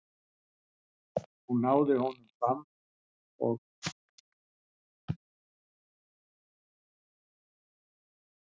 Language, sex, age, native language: Icelandic, male, 60-69, Icelandic